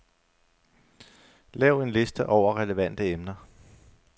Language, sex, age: Danish, male, 35